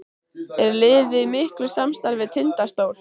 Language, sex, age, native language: Icelandic, female, 15, Icelandic